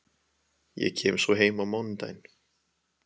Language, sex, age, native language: Icelandic, male, 20-29, Icelandic